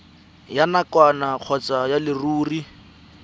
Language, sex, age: Tswana, male, 23